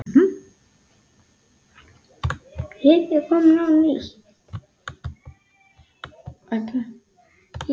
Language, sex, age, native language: Icelandic, male, 6, Icelandic